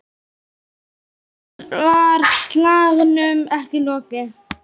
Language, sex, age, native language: Icelandic, male, 8, Icelandic